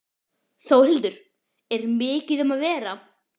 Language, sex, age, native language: Icelandic, female, 12, Icelandic